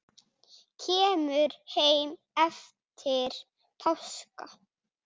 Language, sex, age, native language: Icelandic, male, 6, Icelandic